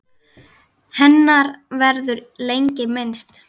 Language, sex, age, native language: Icelandic, female, 10, Icelandic